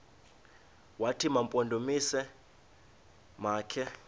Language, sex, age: Xhosa, male, 33